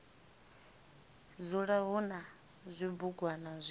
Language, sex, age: Venda, female, 18